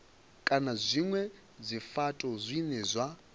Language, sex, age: Venda, male, 22